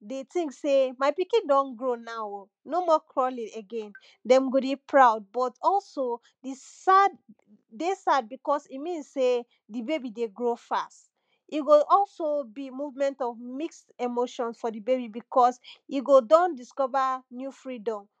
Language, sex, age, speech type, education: Nigerian Pidgin, female, 15-29, spontaneous, tertiary